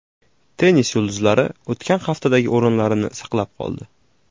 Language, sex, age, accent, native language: Uzbek, male, 18-24, Jizzax, Uzbek